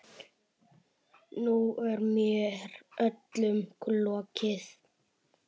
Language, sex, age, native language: Icelandic, male, 7, Icelandic